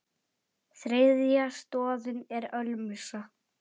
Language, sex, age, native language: Icelandic, male, 10, Icelandic